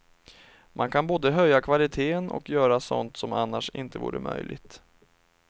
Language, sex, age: Swedish, male, 31